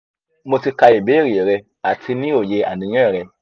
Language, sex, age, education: Yoruba, male, 15-29, tertiary